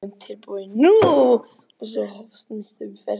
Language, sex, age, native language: Icelandic, male, 11, Icelandic